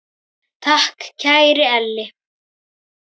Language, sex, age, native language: Icelandic, female, 10, Icelandic